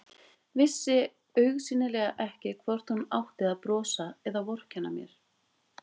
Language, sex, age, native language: Icelandic, female, 20-29, Icelandic